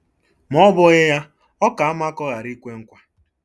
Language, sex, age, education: Igbo, male, 15-29, secondary